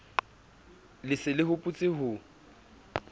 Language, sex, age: Southern Sotho, male, 27